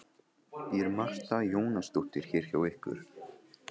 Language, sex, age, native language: Icelandic, male, 15, Icelandic